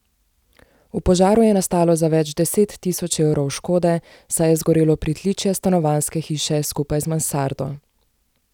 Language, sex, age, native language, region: Slovenian, female, 18-29, Slovenian, Zasavska region